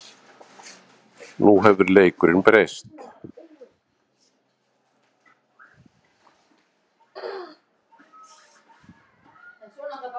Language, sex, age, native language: Icelandic, male, 50-59, Icelandic